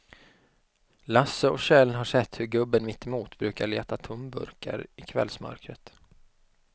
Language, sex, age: Swedish, male, 25